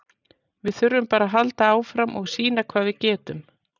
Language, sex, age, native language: Icelandic, female, 40-49, Icelandic